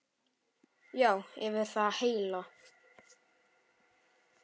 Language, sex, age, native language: Icelandic, male, 6, Icelandic